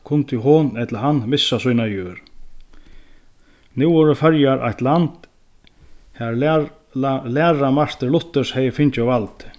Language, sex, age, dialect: Faroese, male, 36-60, Sandoy